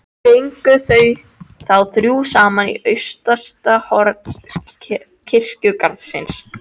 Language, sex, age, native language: Icelandic, female, 13, Icelandic